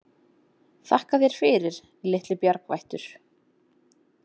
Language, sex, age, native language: Icelandic, female, 30-39, Icelandic